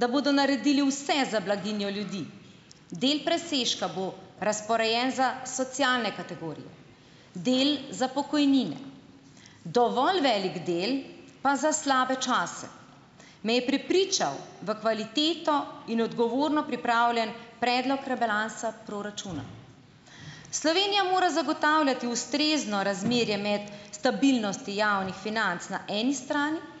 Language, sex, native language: Slovenian, female, Slovenian